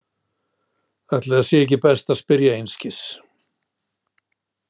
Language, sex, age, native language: Icelandic, male, 60-69, Icelandic